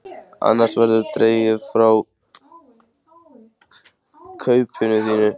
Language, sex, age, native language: Icelandic, male, 14, Icelandic